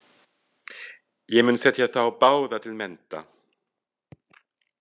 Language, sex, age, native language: Icelandic, male, 40-49, French